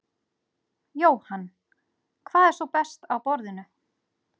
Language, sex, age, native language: Icelandic, female, 40-49, Icelandic